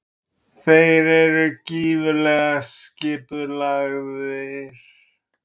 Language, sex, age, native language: Icelandic, male, 30-39, Icelandic